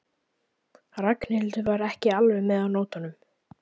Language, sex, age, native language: Icelandic, male, 11, Icelandic